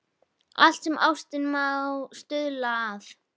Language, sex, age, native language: Icelandic, female, 11, Icelandic